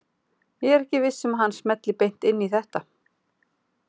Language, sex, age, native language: Icelandic, female, 40-49, Icelandic